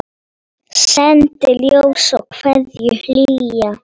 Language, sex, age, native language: Icelandic, female, 9, Polish